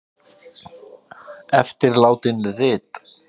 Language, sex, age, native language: Icelandic, male, 50-59, Icelandic